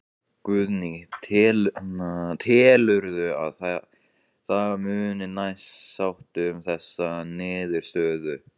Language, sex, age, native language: Icelandic, male, 15, Icelandic